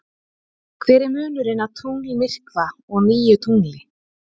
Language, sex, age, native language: Icelandic, female, 30-39, Icelandic